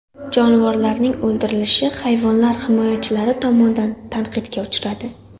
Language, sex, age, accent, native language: Uzbek, female, 18-24, Surxondaryo, Uzbek